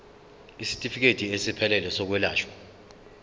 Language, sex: Zulu, male